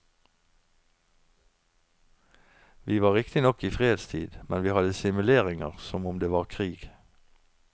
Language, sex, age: Norwegian, male, 49